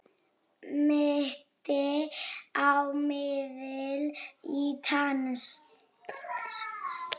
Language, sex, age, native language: Icelandic, female, 7, Polish